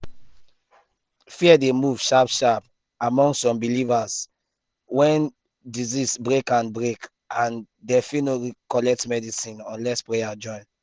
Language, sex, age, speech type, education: Nigerian Pidgin, male, 15-29, spontaneous, tertiary